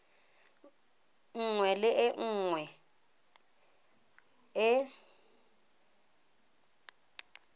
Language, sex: Tswana, female